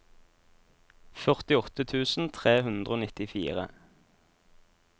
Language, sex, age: Norwegian, male, 26